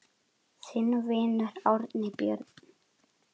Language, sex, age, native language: Icelandic, male, 10, Icelandic